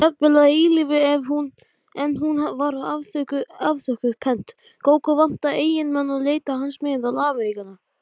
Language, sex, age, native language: Icelandic, male, 12, Icelandic